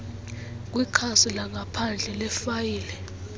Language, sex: Xhosa, female